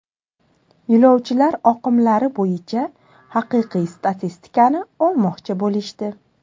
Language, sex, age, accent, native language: Uzbek, female, 19-29, Samarqand, Uzbek